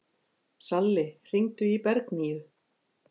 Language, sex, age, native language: Icelandic, female, 50-59, Icelandic